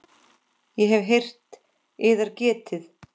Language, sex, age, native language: Icelandic, female, 10, Icelandic